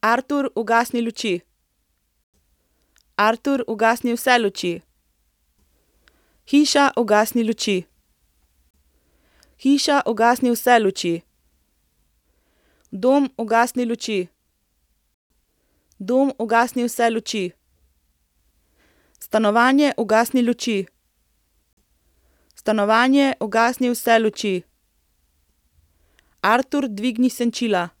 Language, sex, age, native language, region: Slovenian, female, 18-29, Slovenian, Central Slovenia